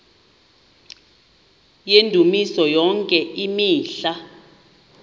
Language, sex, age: Xhosa, female, 38